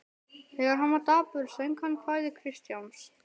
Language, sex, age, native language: Icelandic, male, 12, Icelandic